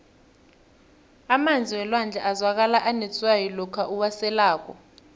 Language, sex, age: South Ndebele, female, 23